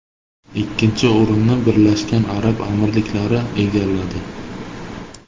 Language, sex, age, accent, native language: Uzbek, male, 18-24, Samarqand, Uzbek